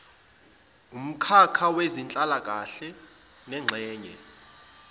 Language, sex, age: Zulu, male, 25